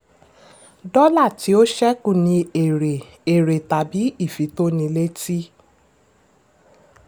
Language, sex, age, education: Yoruba, female, 30-45, tertiary